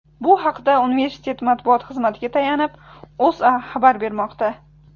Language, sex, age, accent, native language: Uzbek, female, 18-24, Andijon, Uzbek